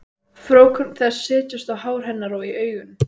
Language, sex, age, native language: Icelandic, female, 12, Icelandic